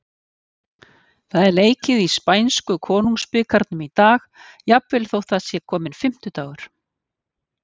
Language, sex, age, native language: Icelandic, female, 50-59, Icelandic